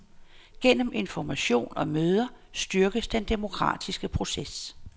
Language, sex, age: Danish, female, 59